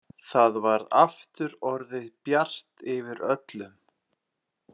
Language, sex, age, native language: Icelandic, male, 30-39, Icelandic